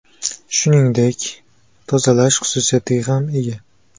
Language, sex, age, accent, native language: Uzbek, male, 18-24, Qashqadaryo, Uzbek